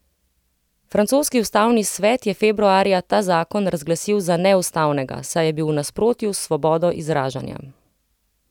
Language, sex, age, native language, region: Slovenian, female, 30-49, Slovenian, Central Slovenia